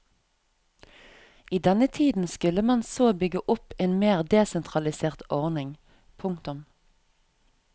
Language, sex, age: Norwegian, female, 34